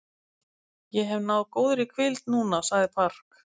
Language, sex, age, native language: Icelandic, female, 50-59, Icelandic